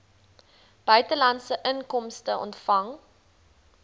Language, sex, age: Afrikaans, female, 20